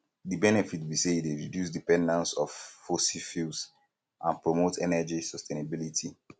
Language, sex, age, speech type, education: Nigerian Pidgin, male, 15-29, spontaneous, tertiary